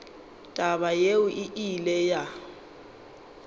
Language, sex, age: Northern Sotho, female, 29